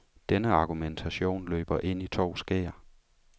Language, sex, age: Danish, male, 35